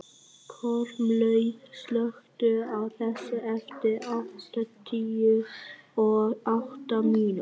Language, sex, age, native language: Icelandic, male, 11, Vietnamese